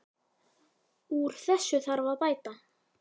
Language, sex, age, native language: Icelandic, male, 9, Icelandic